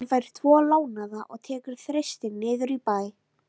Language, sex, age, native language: Icelandic, female, 13, Icelandic